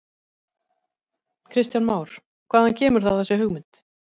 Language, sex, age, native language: Icelandic, female, 50-59, Icelandic